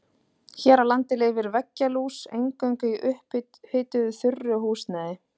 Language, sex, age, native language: Icelandic, female, 30-39, Icelandic